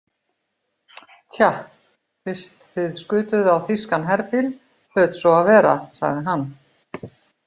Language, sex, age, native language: Icelandic, female, 60-69, Icelandic